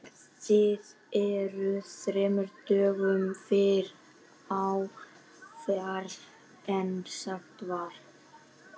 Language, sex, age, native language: Icelandic, male, 11, Icelandic